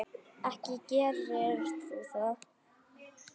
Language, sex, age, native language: Icelandic, male, 8, Icelandic